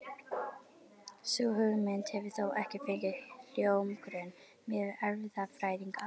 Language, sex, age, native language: Icelandic, female, 11, Icelandic